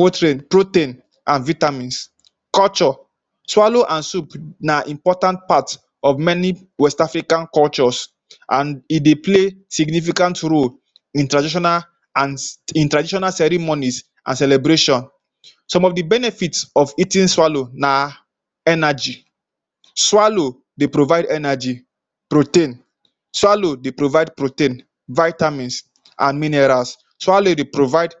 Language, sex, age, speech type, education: Nigerian Pidgin, male, 15-29, spontaneous, tertiary